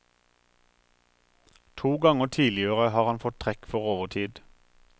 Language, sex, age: Norwegian, male, 43